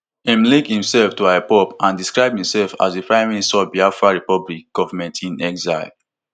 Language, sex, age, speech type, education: Nigerian Pidgin, male, 15-29, spontaneous, tertiary